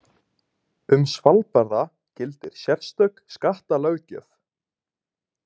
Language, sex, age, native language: Icelandic, male, 18-19, Icelandic